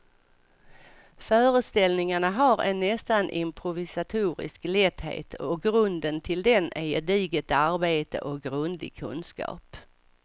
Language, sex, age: Swedish, female, 55